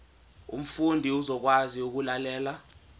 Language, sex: Zulu, male